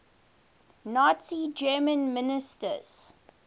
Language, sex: English, female